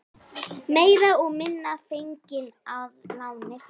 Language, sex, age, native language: Icelandic, female, 11, Icelandic